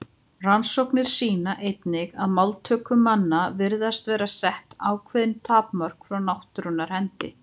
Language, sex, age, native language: Icelandic, female, 50-59, Icelandic